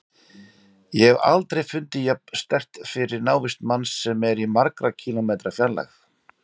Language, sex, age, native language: Icelandic, male, 40-49, Icelandic